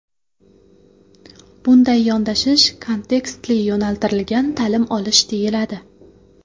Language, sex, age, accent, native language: Uzbek, female, 18-24, Qoraqalpog'iston, Karakalpak